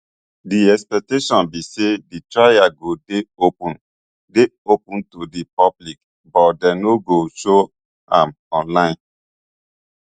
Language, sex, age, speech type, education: Nigerian Pidgin, male, 30-45, spontaneous, tertiary